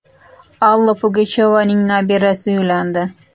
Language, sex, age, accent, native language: Uzbek, female, 35+, Toshkent shahri, Uzbek